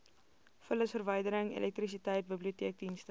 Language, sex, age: Afrikaans, female, 19